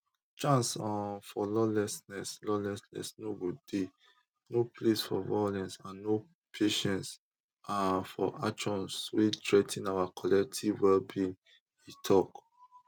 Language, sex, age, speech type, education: Nigerian Pidgin, male, 30-45, spontaneous, tertiary